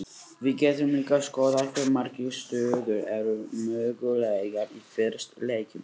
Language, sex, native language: Icelandic, male, Icelandic